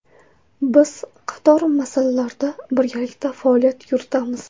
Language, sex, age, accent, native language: Uzbek, female, 18-24, Toshkent viloyati, Uzbek